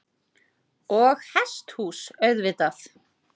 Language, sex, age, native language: Icelandic, female, 30-39, Icelandic